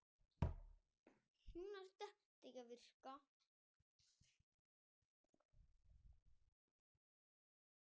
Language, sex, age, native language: Icelandic, female, 30-39, Icelandic